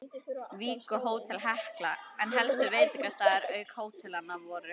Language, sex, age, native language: Icelandic, female, 11, Icelandic